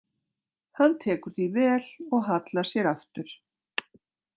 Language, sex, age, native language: Icelandic, female, 60-69, Icelandic